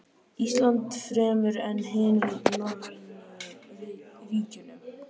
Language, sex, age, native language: Icelandic, male, 13, Icelandic